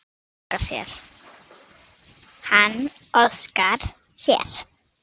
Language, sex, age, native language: Icelandic, female, 6, Icelandic